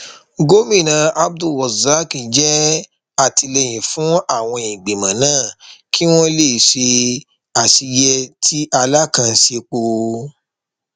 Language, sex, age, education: Yoruba, male, 30-45, tertiary